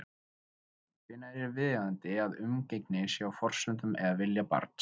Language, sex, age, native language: Icelandic, male, 20-29, Icelandic